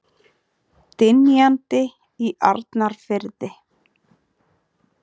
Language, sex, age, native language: Icelandic, female, 30-39, Icelandic